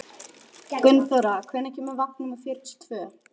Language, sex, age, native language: Icelandic, female, 11, Norwegian